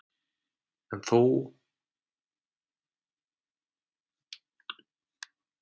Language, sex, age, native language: Icelandic, male, 30-39, Icelandic